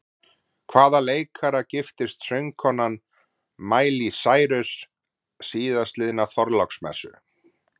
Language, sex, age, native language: Icelandic, male, 40-49, Icelandic